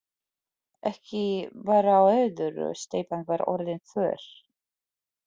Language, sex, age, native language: Icelandic, female, 40-49, Polish